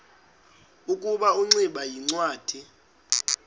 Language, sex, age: Xhosa, male, 19